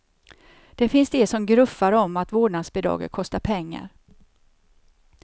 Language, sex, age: Swedish, female, 54